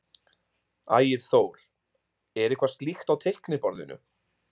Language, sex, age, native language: Icelandic, male, 20-29, Icelandic